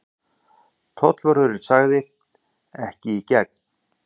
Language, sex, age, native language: Icelandic, male, 40-49, Icelandic